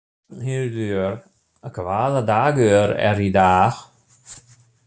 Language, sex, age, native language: Icelandic, male, 60-69, German